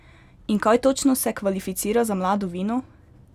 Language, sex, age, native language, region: Slovenian, female, 12-17, Slovenian, Pomurje region